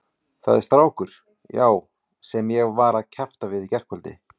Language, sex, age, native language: Icelandic, male, 40-49, Icelandic